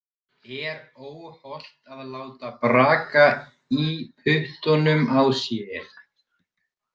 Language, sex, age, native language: Icelandic, male, 18-19, Icelandic